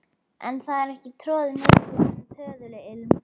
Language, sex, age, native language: Icelandic, female, 11, Icelandic